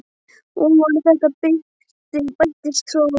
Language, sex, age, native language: Icelandic, male, 12, Icelandic